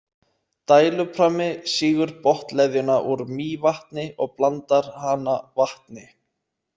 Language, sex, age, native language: Icelandic, male, 30-39, Icelandic